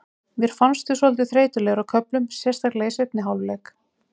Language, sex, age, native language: Icelandic, female, 30-39, Icelandic